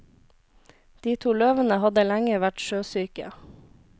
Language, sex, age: Norwegian, female, 26